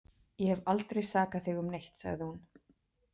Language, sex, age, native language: Icelandic, female, 40-49, Icelandic